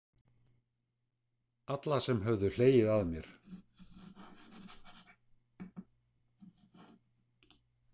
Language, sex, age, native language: Icelandic, male, 60-69, Icelandic